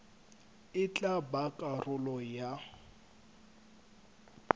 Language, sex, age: Southern Sotho, male, 25